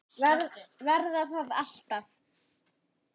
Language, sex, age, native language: Icelandic, female, 10, Icelandic